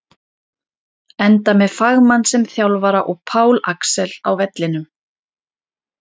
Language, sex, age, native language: Icelandic, female, 30-39, Icelandic